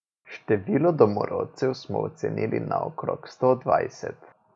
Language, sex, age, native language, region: Slovenian, male, 18-29, Slovenian, Coastal Karst region